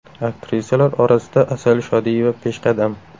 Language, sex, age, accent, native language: Uzbek, male, 18-24, Samarqand, Uzbek